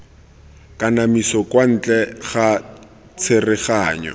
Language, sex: Tswana, male